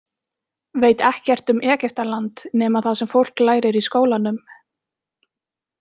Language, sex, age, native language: Icelandic, female, 20-29, Icelandic